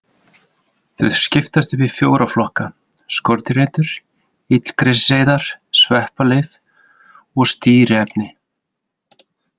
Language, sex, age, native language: Icelandic, male, 30-39, Icelandic